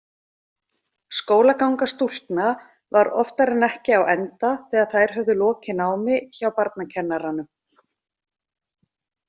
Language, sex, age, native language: Icelandic, female, 40-49, Icelandic